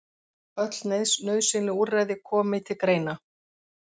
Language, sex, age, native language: Icelandic, female, 40-49, Icelandic